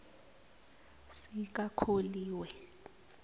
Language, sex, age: South Ndebele, female, 29